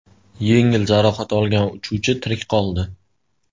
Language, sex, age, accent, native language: Uzbek, male, 12-17, Toshkent shahri, Uzbek